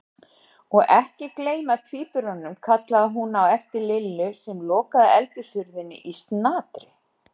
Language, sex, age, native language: Icelandic, female, 60-69, Icelandic